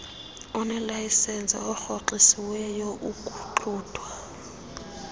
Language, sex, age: Xhosa, female, 21